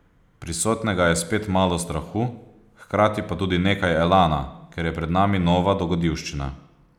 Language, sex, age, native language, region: Slovenian, male, 30-49, Slovenian, Posavska region